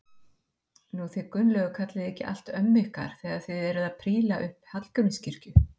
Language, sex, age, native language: Icelandic, female, 50-59, Icelandic